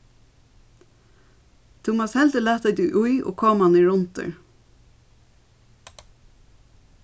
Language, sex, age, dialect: Faroese, female, 36-60, Suðurstreymoy